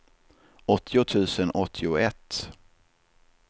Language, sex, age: Swedish, male, 27